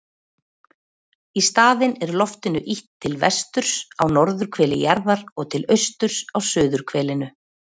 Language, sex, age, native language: Icelandic, female, 40-49, Icelandic